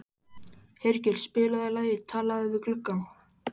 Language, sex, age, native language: Icelandic, male, 14, Icelandic